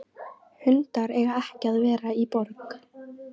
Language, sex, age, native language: Icelandic, female, 13, Icelandic